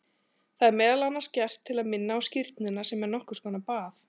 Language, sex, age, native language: Icelandic, male, 40-49, Icelandic